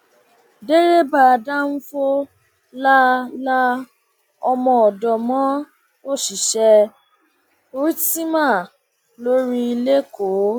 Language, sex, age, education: Yoruba, female, 30-45, tertiary